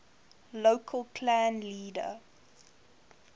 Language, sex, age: English, female, 18